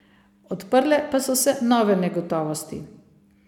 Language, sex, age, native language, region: Slovenian, female, 50-59, Slovenian, Savinja region